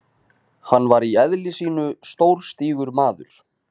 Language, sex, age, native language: Icelandic, male, 30-39, Icelandic